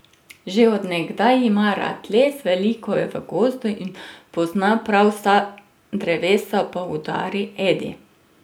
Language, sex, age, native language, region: Slovenian, female, 30-49, Slovenian, Drava region